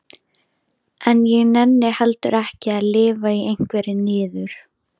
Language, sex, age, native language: Icelandic, female, 13, Icelandic